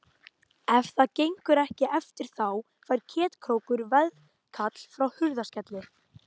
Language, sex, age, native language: Icelandic, female, 18-19, Icelandic